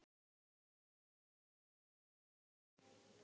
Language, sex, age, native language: Icelandic, female, 18-19, Icelandic